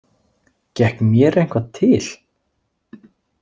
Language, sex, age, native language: Icelandic, male, 20-29, Icelandic